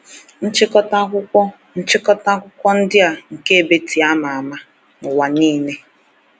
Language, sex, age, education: Igbo, female, 15-29, tertiary